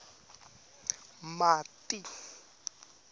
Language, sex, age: Tsonga, male, 21